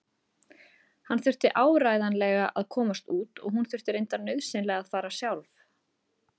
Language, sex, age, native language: Icelandic, female, 30-39, Icelandic